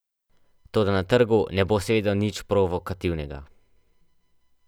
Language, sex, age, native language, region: Slovenian, male, 12-17, Slovenian, Central Slovenia